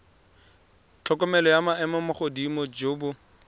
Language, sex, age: Tswana, male, 23